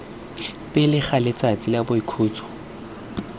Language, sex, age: Tswana, male, 21